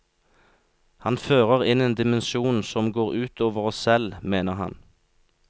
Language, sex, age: Norwegian, male, 36